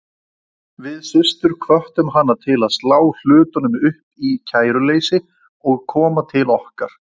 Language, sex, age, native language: Icelandic, male, 20-29, Icelandic